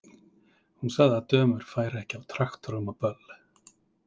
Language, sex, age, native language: Icelandic, male, 30-39, Icelandic